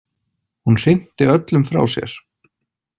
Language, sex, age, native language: Icelandic, male, 40-49, Icelandic